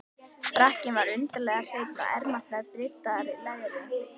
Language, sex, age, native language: Icelandic, female, 11, Icelandic